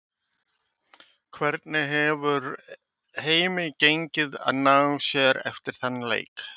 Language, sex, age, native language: Icelandic, male, 50-59, Icelandic